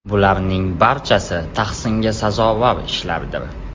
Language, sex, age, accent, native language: Uzbek, male, 18-24, Toshkent shahri, Uzbek